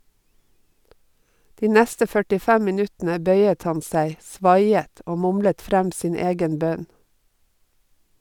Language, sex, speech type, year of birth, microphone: Norwegian, female, read, 1952, Sennheiser